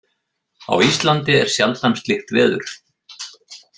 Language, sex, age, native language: Icelandic, male, 50-59, Icelandic